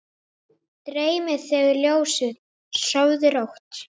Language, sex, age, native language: Icelandic, male, 9, Icelandic